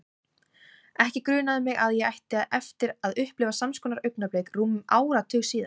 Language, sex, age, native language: Icelandic, female, 18-19, Icelandic